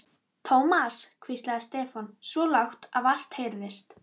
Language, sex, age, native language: Icelandic, female, 11, Icelandic